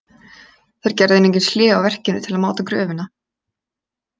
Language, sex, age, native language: Icelandic, female, 30-39, Icelandic